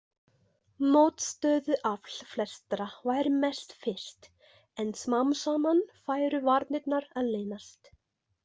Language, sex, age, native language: Icelandic, female, 20-29, Icelandic